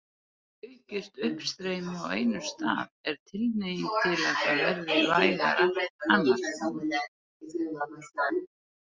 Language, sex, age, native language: Icelandic, female, 80-89, Icelandic